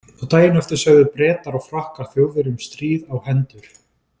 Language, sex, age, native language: Icelandic, male, 20-29, Icelandic